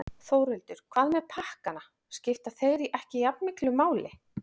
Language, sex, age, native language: Icelandic, female, 40-49, Icelandic